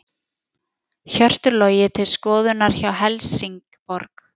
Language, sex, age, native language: Icelandic, female, 40-49, Icelandic